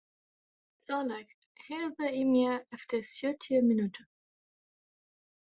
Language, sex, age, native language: Icelandic, female, 20-29, German